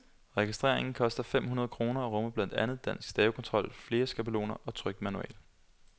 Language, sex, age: Danish, male, 21